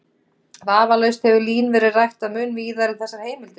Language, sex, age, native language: Icelandic, female, 30-39, Icelandic